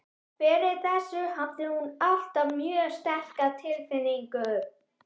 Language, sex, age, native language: Icelandic, female, 11, Icelandic